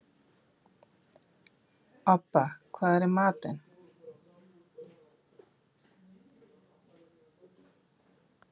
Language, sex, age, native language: Icelandic, female, 50-59, Icelandic